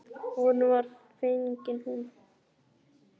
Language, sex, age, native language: Icelandic, male, 10, Icelandic